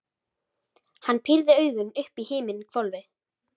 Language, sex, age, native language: Icelandic, female, 13, Icelandic